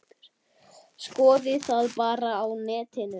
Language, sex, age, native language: Icelandic, male, 8, Icelandic